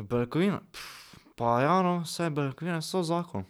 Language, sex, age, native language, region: Slovenian, male, 12-17, Slovenian, Drava region